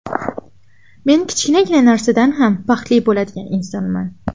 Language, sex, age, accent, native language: Uzbek, female, 12-17, Farg'ona, Uzbek